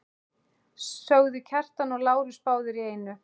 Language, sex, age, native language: Icelandic, male, 11, Icelandic